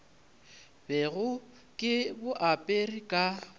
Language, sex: Northern Sotho, male